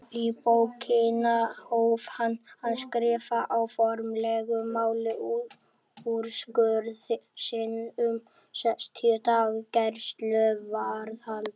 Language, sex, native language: Icelandic, male, Icelandic